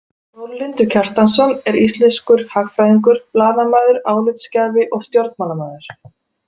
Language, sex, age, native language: Icelandic, female, 40-49, Icelandic